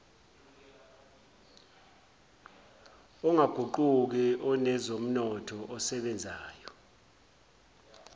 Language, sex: Zulu, male